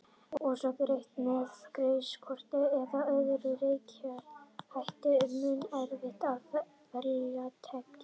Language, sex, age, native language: Icelandic, male, 30-39, Icelandic